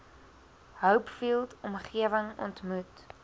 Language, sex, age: Afrikaans, female, 20